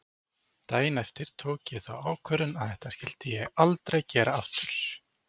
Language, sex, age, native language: Icelandic, male, 40-49, Icelandic